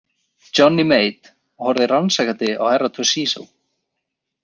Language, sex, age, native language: Icelandic, male, 20-29, Icelandic